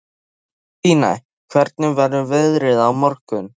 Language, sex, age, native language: Icelandic, male, 13, Icelandic